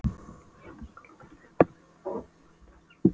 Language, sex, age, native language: Icelandic, female, 12, Polish